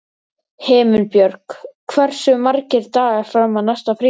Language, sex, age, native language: Icelandic, male, 13, Icelandic